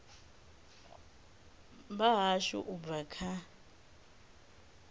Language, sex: Venda, female